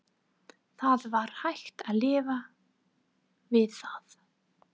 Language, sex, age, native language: Icelandic, female, 30-39, English